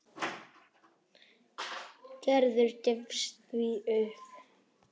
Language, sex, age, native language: Icelandic, male, 10, Icelandic